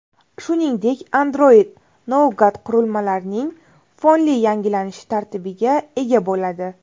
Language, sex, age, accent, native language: Uzbek, female, 18-24, Navoiy, Uzbek